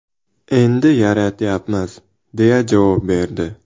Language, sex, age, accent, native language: Uzbek, male, 18-24, Buxoro, Uzbek